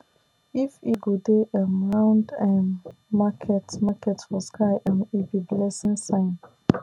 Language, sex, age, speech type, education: Nigerian Pidgin, female, 15-29, spontaneous, tertiary